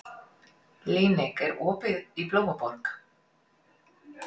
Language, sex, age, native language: Icelandic, female, 40-49, Icelandic